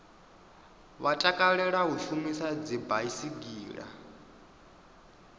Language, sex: Venda, male